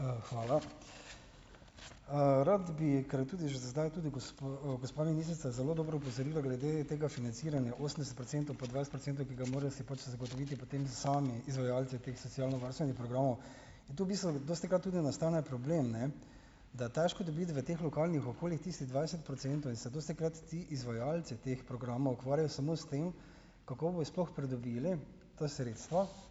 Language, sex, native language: Slovenian, male, Slovenian